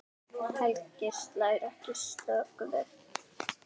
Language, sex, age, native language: Icelandic, female, 10, Icelandic